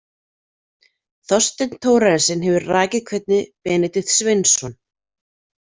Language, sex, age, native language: Icelandic, female, 40-49, Icelandic